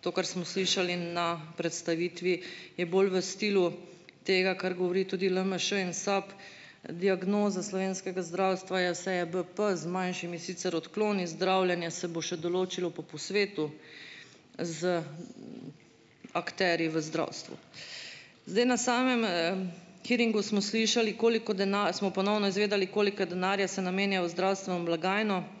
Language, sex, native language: Slovenian, female, Slovenian